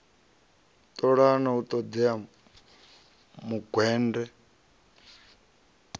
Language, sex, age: Venda, male, 37